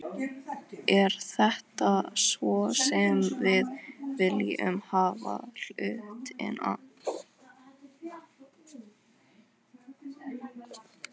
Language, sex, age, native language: Icelandic, female, 12, Icelandic